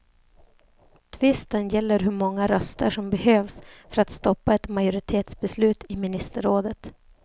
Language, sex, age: Swedish, female, 28